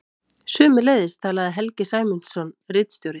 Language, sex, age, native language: Icelandic, female, 30-39, Icelandic